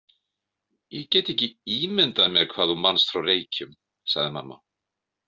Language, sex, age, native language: Icelandic, male, 50-59, Icelandic